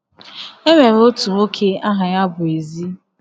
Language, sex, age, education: Igbo, female, 15-29, tertiary